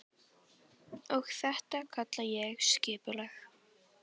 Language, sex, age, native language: Icelandic, female, 18-19, Icelandic